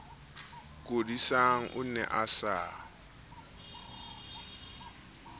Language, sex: Southern Sotho, male